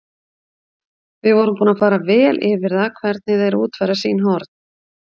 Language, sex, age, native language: Icelandic, female, 50-59, Icelandic